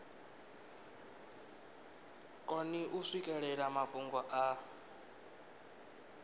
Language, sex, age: Venda, male, 19